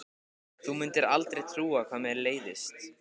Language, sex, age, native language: Icelandic, male, 15, Icelandic